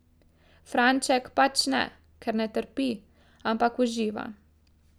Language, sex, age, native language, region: Slovenian, female, 18-29, Slovenian, Drava region